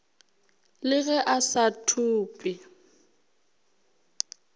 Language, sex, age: Northern Sotho, female, 23